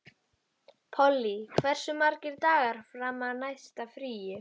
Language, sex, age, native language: Icelandic, female, 12, Icelandic